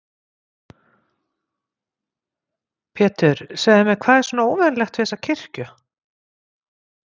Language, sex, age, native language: Icelandic, female, 50-59, Icelandic